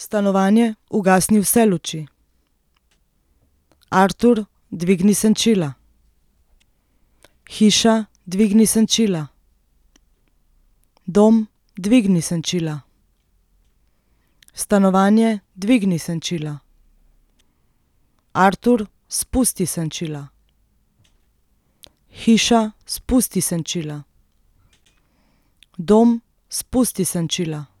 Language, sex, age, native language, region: Slovenian, female, 30-49, Slovenian, Central Slovenia